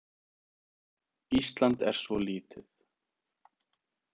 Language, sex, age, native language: Icelandic, male, 30-39, Icelandic